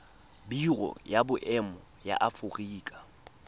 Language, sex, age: Tswana, male, 22